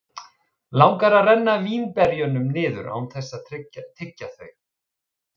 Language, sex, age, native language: Icelandic, male, 30-39, Icelandic